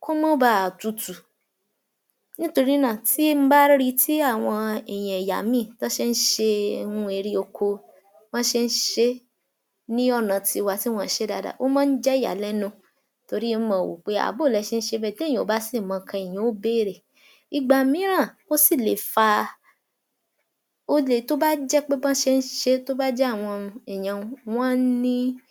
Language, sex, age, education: Yoruba, female, 46-60, tertiary